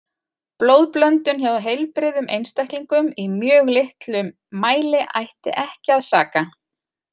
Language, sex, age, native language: Icelandic, female, 40-49, Icelandic